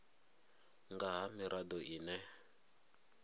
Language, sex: Venda, male